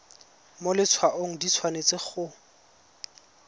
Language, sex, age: Tswana, male, 20